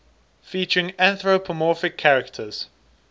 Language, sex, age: English, male, 19